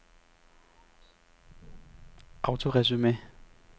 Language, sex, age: Danish, male, 33